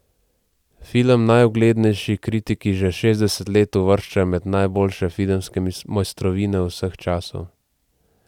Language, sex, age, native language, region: Slovenian, male, 18-29, Slovenian, Central Slovenia